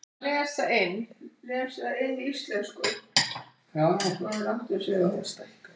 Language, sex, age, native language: Icelandic, female, 18-19, Icelandic